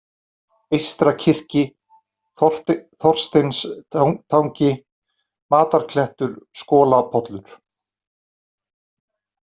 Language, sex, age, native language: Icelandic, male, 40-49, Icelandic